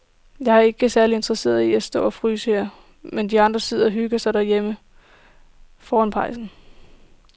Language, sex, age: Danish, female, 18